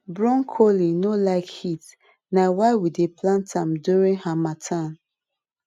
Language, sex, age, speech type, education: Nigerian Pidgin, female, 30-45, spontaneous, tertiary